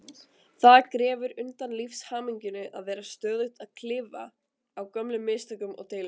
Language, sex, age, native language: Icelandic, other, 20-29, Icelandic